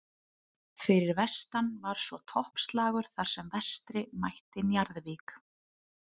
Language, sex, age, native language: Icelandic, female, 30-39, Icelandic